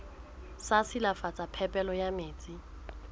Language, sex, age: Southern Sotho, female, 20